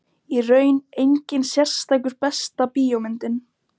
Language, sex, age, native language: Icelandic, female, 30-39, Icelandic